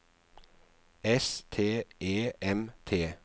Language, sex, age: Norwegian, male, 49